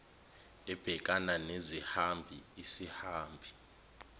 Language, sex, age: Zulu, male, 21